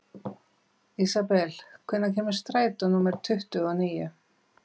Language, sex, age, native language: Icelandic, female, 50-59, Icelandic